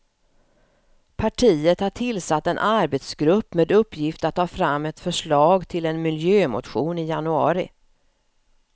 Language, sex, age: Swedish, female, 54